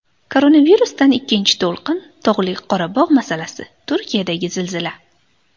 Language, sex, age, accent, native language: Uzbek, female, 18-24, Andijon, Uzbek